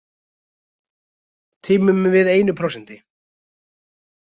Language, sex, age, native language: Icelandic, male, 20-29, Icelandic